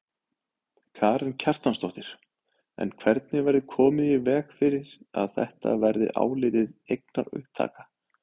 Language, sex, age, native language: Icelandic, male, 30-39, Icelandic